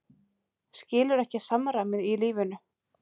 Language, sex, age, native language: Icelandic, female, 30-39, Icelandic